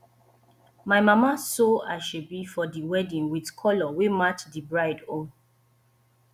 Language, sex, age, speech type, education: Nigerian Pidgin, female, 15-29, spontaneous, tertiary